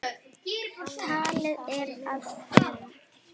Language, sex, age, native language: Icelandic, female, 8, Icelandic